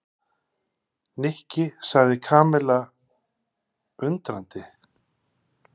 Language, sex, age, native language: Icelandic, male, 50-59, Icelandic